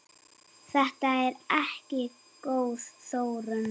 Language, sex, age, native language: Icelandic, female, 7, Icelandic